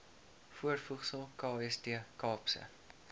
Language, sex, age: Afrikaans, male, 19